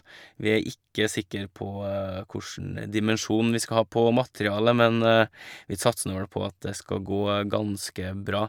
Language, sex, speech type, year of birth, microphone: Norwegian, male, spontaneous, 1985, Shure